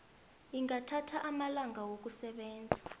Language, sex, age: South Ndebele, female, 22